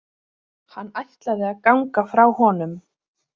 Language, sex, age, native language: Icelandic, female, 30-39, Icelandic